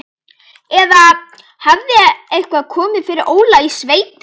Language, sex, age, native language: Icelandic, female, 11, Icelandic